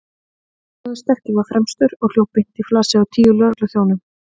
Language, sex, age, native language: Icelandic, female, 30-39, Icelandic